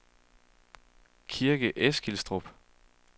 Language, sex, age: Danish, male, 22